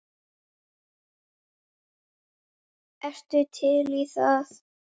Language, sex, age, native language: Icelandic, female, 7, Icelandic